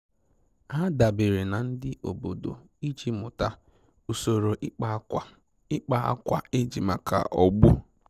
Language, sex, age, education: Igbo, male, 15-29, tertiary